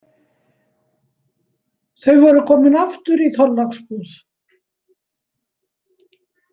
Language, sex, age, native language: Icelandic, female, 70-79, Icelandic